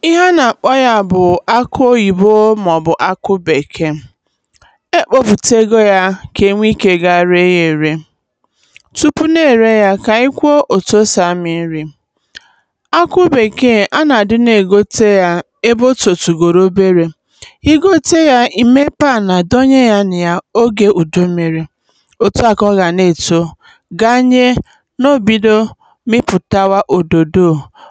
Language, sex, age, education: Igbo, female, 30-45, tertiary